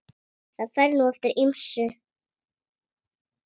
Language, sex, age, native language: Icelandic, female, 8, Icelandic